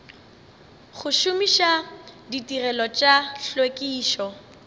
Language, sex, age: Northern Sotho, female, 24